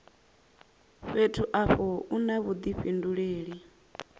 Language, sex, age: Venda, female, 24